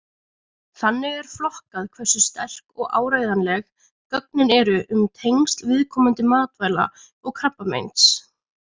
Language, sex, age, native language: Icelandic, female, 20-29, Icelandic